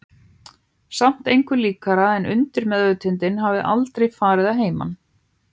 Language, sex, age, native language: Icelandic, other, 15, Icelandic